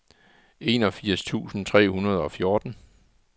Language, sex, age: Danish, male, 44